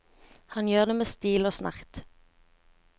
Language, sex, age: Norwegian, female, 17